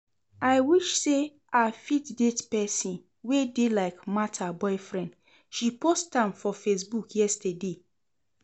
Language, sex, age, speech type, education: Nigerian Pidgin, female, 30-45, read, secondary